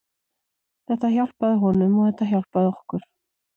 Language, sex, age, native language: Icelandic, female, 40-49, Icelandic